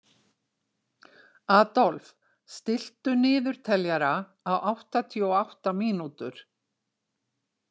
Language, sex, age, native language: Icelandic, female, 60-69, Icelandic